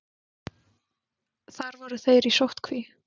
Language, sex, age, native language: Icelandic, female, 20-29, Icelandic